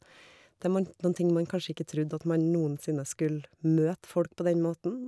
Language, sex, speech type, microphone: Norwegian, female, spontaneous, Shure